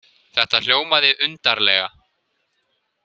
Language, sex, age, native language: Icelandic, male, 18-19, Icelandic